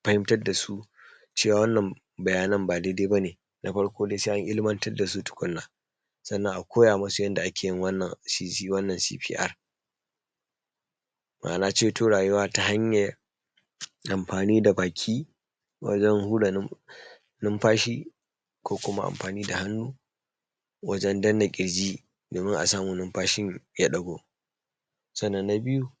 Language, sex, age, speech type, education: Hausa, male, 30-45, spontaneous, secondary